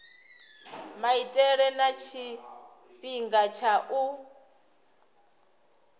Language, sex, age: Venda, female, 26